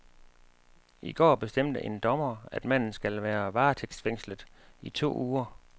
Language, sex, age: Danish, male, 35